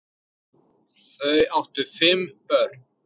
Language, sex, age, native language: Icelandic, male, 9, Icelandic